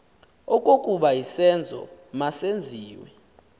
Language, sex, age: Xhosa, male, 19